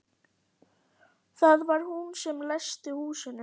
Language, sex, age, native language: Icelandic, female, 11, Icelandic